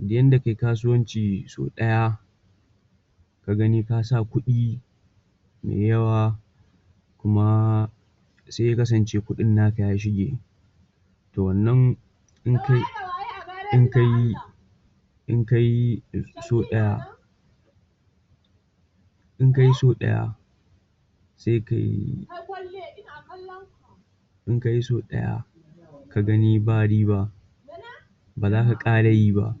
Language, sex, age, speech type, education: Hausa, male, 46-60, spontaneous, tertiary